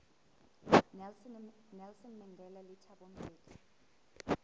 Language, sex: Southern Sotho, female